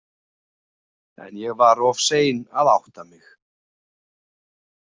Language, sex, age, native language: Icelandic, male, 40-49, Icelandic